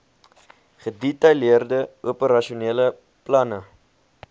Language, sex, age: Afrikaans, male, 21